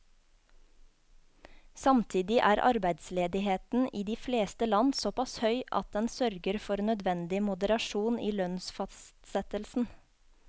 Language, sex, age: Norwegian, female, 24